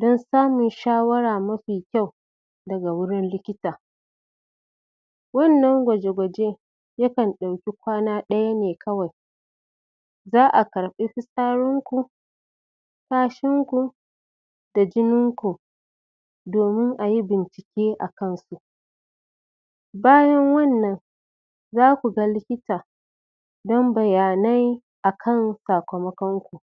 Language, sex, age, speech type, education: Hausa, female, 30-45, spontaneous, tertiary